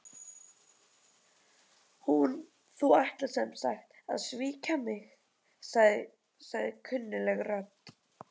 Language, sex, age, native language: Icelandic, female, 12, Icelandic